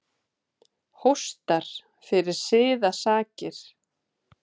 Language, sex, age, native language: Icelandic, female, 30-39, Icelandic